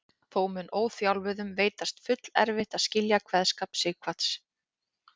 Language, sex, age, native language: Icelandic, female, 30-39, Icelandic